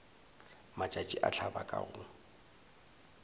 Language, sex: Northern Sotho, male